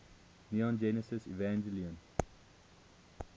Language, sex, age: English, male, 21